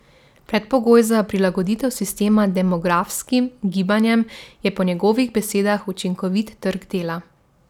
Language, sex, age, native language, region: Slovenian, female, 18-29, Slovenian, Drava region